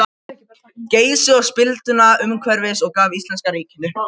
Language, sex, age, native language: Icelandic, male, 13, Icelandic